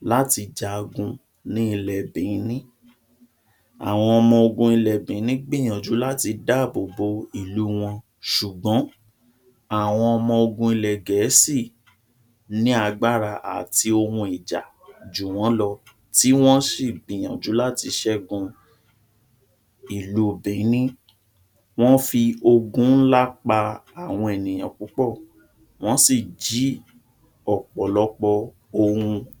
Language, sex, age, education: Yoruba, male, 60+, tertiary